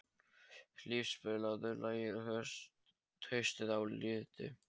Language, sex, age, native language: Icelandic, male, 13, Polish